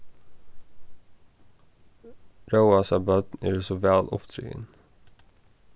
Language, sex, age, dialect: Faroese, male, 15-35, Norðurstreymoy/Eysturoy